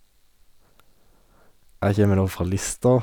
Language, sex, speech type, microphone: Norwegian, male, spontaneous, Sennheiser